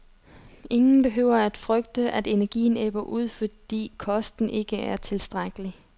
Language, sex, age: Danish, female, 30